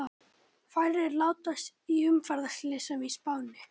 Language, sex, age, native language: Icelandic, male, 18-19, Icelandic